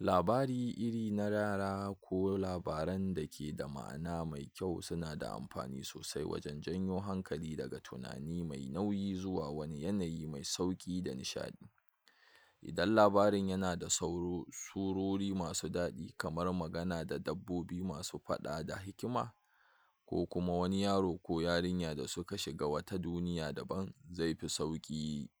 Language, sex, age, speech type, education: Hausa, male, 46-60, spontaneous, tertiary